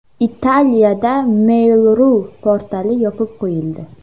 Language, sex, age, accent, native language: Uzbek, female, under 19, Qashqadaryo, Uzbek